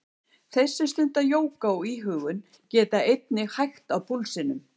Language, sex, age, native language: Icelandic, female, 70-79, Icelandic